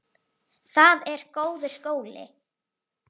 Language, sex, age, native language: Icelandic, female, 8, Icelandic